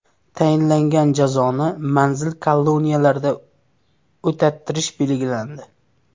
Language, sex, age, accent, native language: Uzbek, male, 18-24, Namangan, Uzbek